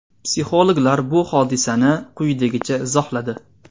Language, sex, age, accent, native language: Uzbek, male, 19-29, Namangan, Uzbek